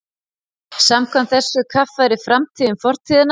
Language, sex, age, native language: Icelandic, female, 30-39, Icelandic